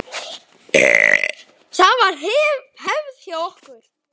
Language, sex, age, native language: Icelandic, male, 10, Icelandic